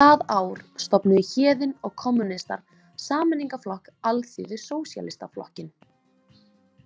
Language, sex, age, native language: Icelandic, female, 20-29, Icelandic